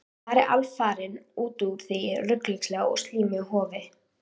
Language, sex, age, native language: Icelandic, female, 13, Icelandic